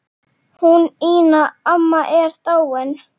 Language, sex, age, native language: Icelandic, female, 9, Icelandic